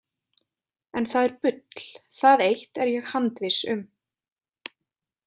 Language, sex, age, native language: Icelandic, female, 20-29, Icelandic